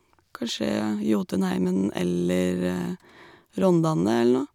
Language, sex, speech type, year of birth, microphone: Norwegian, female, spontaneous, 1985, Shure